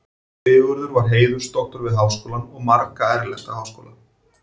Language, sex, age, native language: Icelandic, male, 40-49, Icelandic